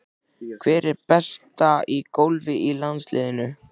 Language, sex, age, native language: Icelandic, male, 14, Icelandic